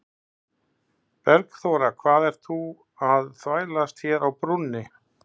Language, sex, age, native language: Icelandic, male, 60-69, Icelandic